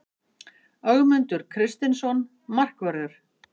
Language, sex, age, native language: Icelandic, female, 50-59, Icelandic